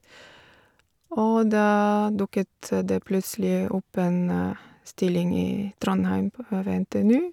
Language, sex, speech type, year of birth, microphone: Norwegian, female, spontaneous, 1970, Shure